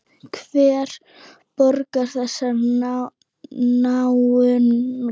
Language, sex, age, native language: Icelandic, female, 9, Icelandic